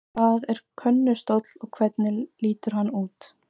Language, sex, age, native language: Icelandic, female, 18-19, Icelandic